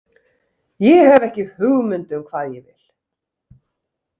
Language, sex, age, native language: Icelandic, female, 30-39, Icelandic